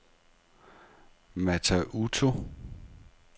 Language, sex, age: Danish, male, 42